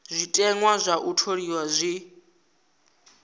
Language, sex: Venda, male